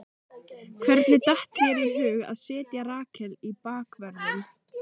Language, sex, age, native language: Icelandic, female, 14, Icelandic